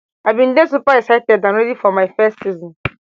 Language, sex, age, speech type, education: Nigerian Pidgin, female, 15-29, spontaneous, tertiary